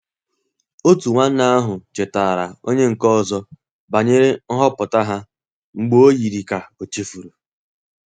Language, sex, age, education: Igbo, male, 15-29, tertiary